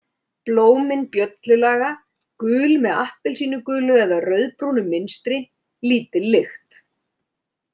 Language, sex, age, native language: Icelandic, female, 30-39, Icelandic